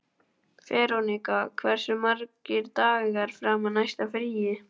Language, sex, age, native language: Icelandic, male, 12, Icelandic